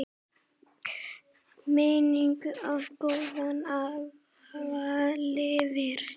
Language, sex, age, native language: Icelandic, male, 9, Icelandic